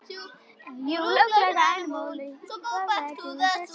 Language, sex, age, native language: Icelandic, male, 9, Icelandic